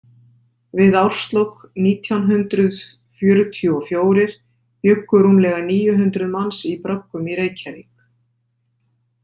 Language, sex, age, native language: Icelandic, female, 50-59, Icelandic